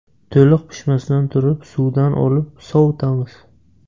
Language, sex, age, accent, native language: Uzbek, male, 18-24, Navoiy, Uzbek